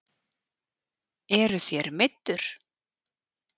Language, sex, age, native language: Icelandic, female, 40-49, Icelandic